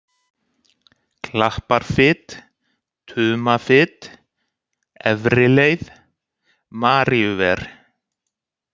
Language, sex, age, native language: Icelandic, male, 60-69, Icelandic